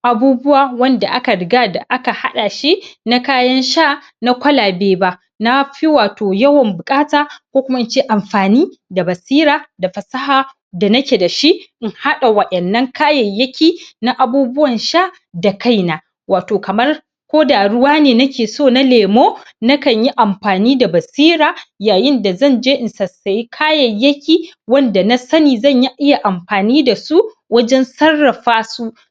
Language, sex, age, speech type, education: Hausa, male, 15-29, spontaneous, primary